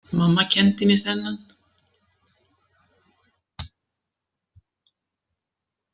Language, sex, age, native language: Icelandic, female, 70-79, Icelandic